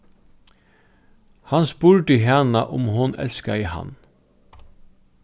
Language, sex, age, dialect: Faroese, male, 36-60, Norðurstreymoy/Eysturoy